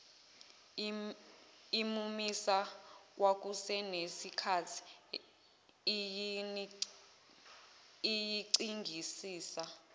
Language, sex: Zulu, female